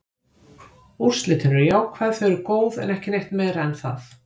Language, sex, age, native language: Icelandic, female, 50-59, Icelandic